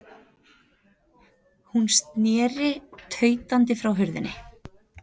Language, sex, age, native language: Icelandic, female, 30-39, Icelandic